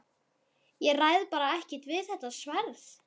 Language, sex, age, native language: Icelandic, female, 12, Icelandic